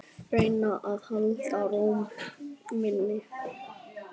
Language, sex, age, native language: Icelandic, male, 9, Icelandic